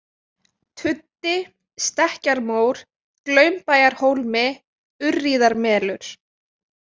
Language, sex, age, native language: Icelandic, female, 20-29, Icelandic